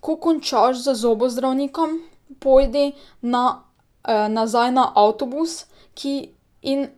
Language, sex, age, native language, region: Slovenian, female, 18-29, Slovenian, Drava region